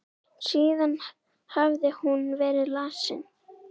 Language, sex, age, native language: Icelandic, female, 9, Icelandic